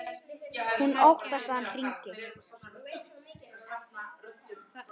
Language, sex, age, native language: Icelandic, male, 9, Icelandic